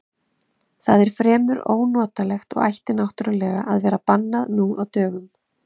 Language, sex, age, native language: Icelandic, female, 30-39, Icelandic